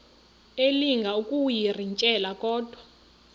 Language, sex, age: Xhosa, female, 35